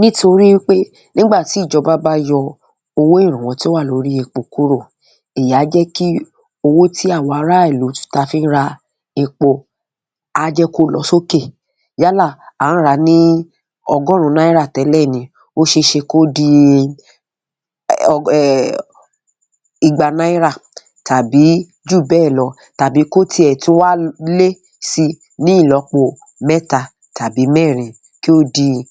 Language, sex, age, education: Yoruba, female, 30-45, tertiary